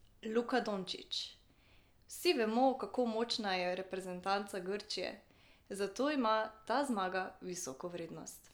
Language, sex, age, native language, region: Slovenian, female, 18-29, Slovenian, Drava region